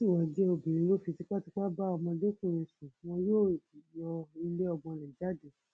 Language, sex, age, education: Yoruba, female, 15-29, tertiary